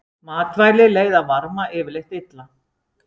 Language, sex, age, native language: Icelandic, female, 60-69, Icelandic